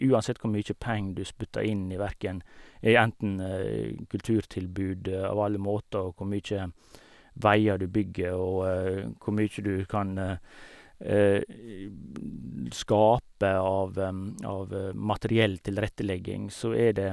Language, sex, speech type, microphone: Norwegian, male, spontaneous, Sennheiser